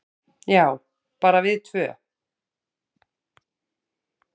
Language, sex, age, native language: Icelandic, female, 30-39, Icelandic